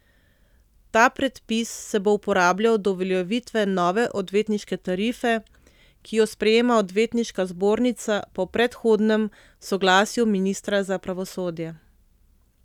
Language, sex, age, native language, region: Slovenian, female, 30-49, Slovenian, Central Slovenia